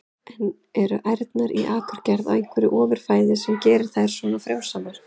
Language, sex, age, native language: Icelandic, female, 30-39, Icelandic